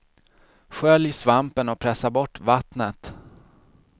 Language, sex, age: Swedish, male, 40